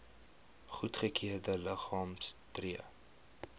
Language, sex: Afrikaans, male